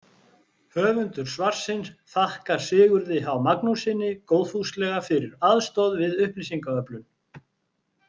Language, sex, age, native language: Icelandic, male, 50-59, Icelandic